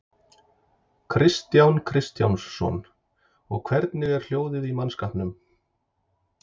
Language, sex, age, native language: Icelandic, male, 30-39, Icelandic